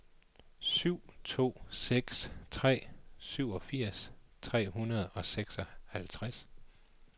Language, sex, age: Danish, male, 39